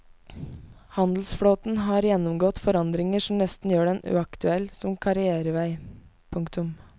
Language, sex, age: Norwegian, female, 19